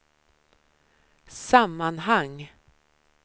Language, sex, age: Swedish, female, 53